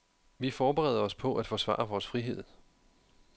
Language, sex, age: Danish, male, 31